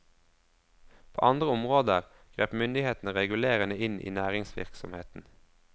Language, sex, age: Norwegian, male, 22